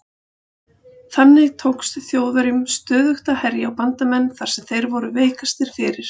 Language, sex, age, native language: Icelandic, female, 40-49, Icelandic